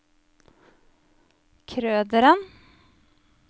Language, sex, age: Norwegian, female, 27